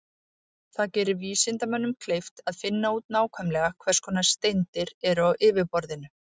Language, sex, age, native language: Icelandic, female, 40-49, Icelandic